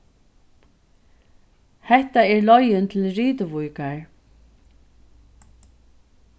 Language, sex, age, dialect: Faroese, female, 36-60, Norðurstreymoy/Eysturoy